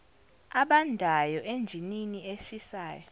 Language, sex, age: Zulu, female, 17